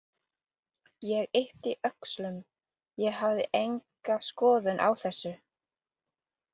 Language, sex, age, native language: Icelandic, female, 30-39, English